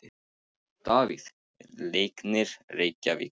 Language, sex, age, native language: Icelandic, male, 18-19, Icelandic